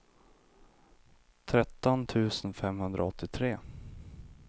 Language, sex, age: Swedish, male, 25